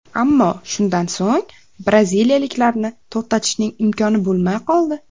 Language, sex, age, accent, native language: Uzbek, female, under 19, Andijon, Uzbek